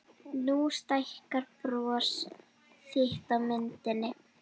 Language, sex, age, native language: Icelandic, female, 12, Icelandic